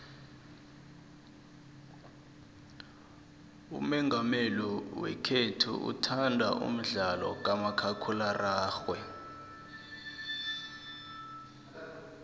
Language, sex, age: South Ndebele, male, 23